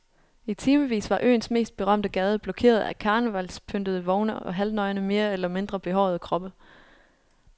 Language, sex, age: Danish, female, 29